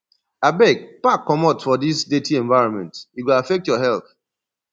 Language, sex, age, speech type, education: Nigerian Pidgin, male, 30-45, spontaneous, secondary